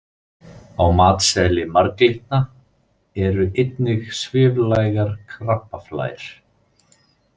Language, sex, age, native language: Icelandic, male, 30-39, Icelandic